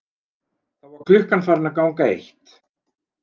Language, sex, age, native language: Icelandic, male, 40-49, Icelandic